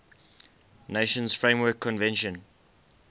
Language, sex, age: English, male, 20